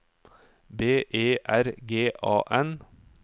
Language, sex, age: Norwegian, male, 44